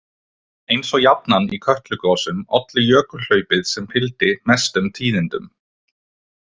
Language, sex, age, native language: Icelandic, male, 20-29, Icelandic